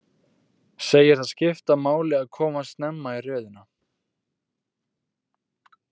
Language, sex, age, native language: Icelandic, male, 18-19, Icelandic